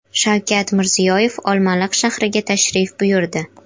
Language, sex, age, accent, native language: Uzbek, female, 12-17, Qashqadaryo, Uzbek